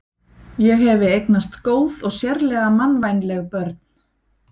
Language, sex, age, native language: Icelandic, female, 30-39, Icelandic